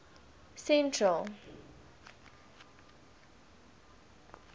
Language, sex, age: English, female, 20